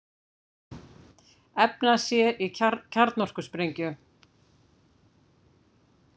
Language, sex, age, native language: Icelandic, female, 50-59, Icelandic